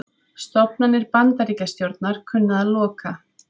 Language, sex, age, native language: Icelandic, female, 30-39, Icelandic